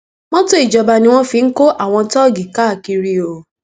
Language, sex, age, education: Yoruba, female, 15-29, tertiary